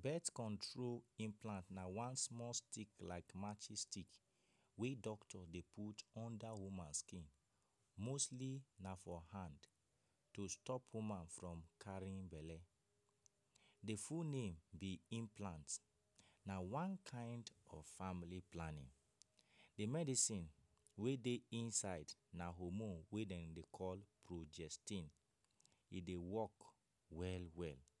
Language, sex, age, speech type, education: Nigerian Pidgin, male, 15-29, spontaneous, tertiary